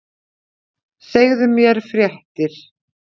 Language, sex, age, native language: Icelandic, female, 60-69, Icelandic